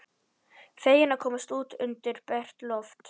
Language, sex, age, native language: Icelandic, male, 11, Icelandic